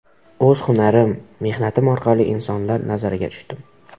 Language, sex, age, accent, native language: Uzbek, male, 12-17, Qoraqalpog'iston, Uzbek